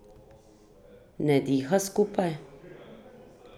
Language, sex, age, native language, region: Slovenian, female, 30-49, Slovenian, Drava region